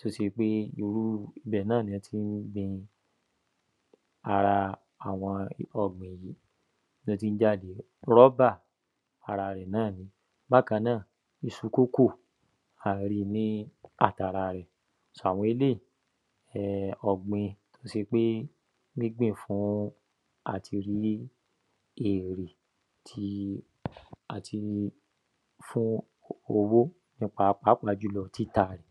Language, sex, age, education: Yoruba, male, 15-29, tertiary